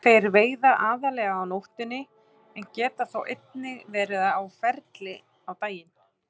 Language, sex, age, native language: Icelandic, male, 20-29, Icelandic